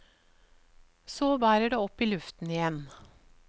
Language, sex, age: Norwegian, female, 54